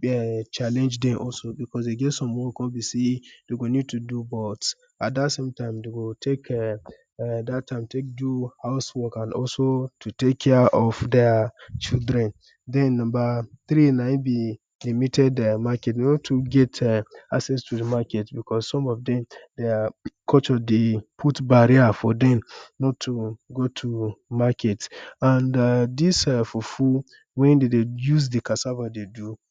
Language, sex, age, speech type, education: Nigerian Pidgin, male, 15-29, spontaneous, tertiary